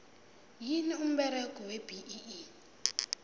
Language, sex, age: South Ndebele, female, 22